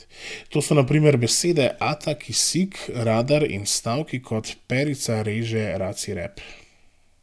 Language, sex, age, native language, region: Slovenian, male, 18-29, Slovenian, Gorenjska region